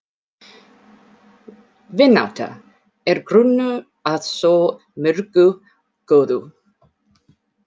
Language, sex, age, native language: Icelandic, female, 40-49, English